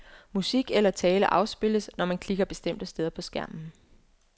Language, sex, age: Danish, female, 24